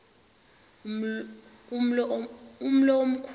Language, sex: Xhosa, female